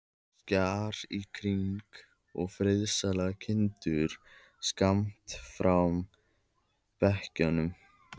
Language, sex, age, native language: Icelandic, male, 14, Icelandic